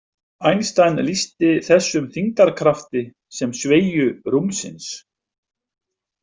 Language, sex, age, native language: Icelandic, male, 50-59, Icelandic